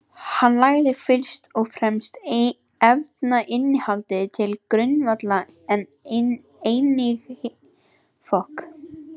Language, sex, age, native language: Icelandic, female, 18-19, Icelandic